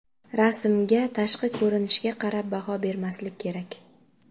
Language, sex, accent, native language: Uzbek, female, Qashqadaryo, Uzbek